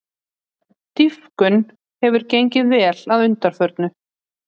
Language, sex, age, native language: Icelandic, female, 30-39, Icelandic